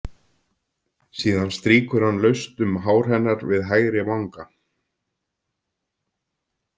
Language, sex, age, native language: Icelandic, male, 50-59, Icelandic